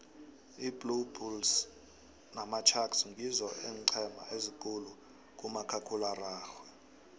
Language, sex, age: South Ndebele, male, 23